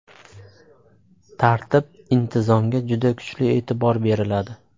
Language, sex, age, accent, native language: Uzbek, male, 25-34, Farg'ona, Uzbek